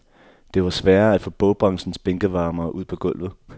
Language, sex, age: Danish, male, 24